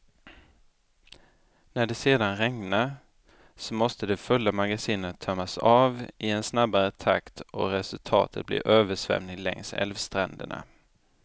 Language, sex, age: Swedish, male, 29